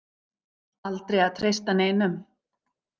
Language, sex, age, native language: Icelandic, female, 50-59, Icelandic